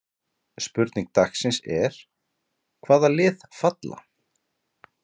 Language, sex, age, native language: Icelandic, male, 40-49, Icelandic